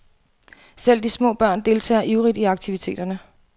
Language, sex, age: Danish, female, 28